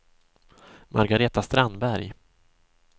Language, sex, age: Swedish, male, 26